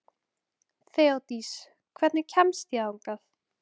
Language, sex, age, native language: Icelandic, female, 14, Icelandic